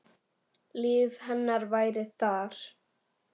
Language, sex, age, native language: Icelandic, female, 10, Icelandic